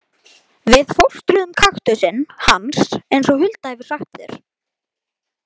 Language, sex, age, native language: Icelandic, male, 18-19, Icelandic